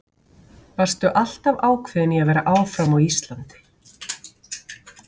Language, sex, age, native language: Icelandic, female, 40-49, Icelandic